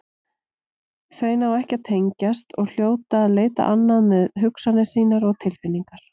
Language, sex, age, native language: Icelandic, female, 40-49, Icelandic